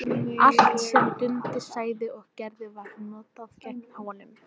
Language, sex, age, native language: Icelandic, female, 14, English